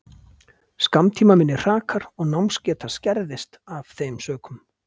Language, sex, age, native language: Icelandic, male, 50-59, Icelandic